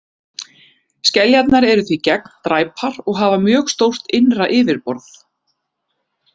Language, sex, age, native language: Icelandic, female, 30-39, Icelandic